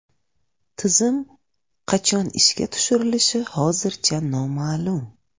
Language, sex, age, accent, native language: Uzbek, female, 25-34, Buxoro, Uzbek